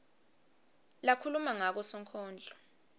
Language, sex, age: Swati, female, 22